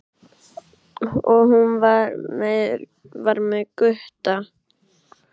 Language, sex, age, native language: Icelandic, male, 8, Icelandic